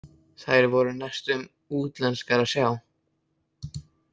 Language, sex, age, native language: Icelandic, male, 18-19, Icelandic